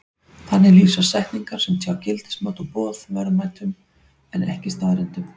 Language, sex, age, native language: Icelandic, female, 40-49, Icelandic